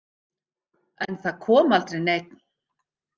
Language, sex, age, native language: Icelandic, female, 50-59, Icelandic